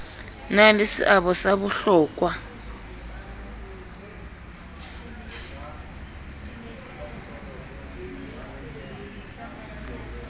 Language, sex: Southern Sotho, female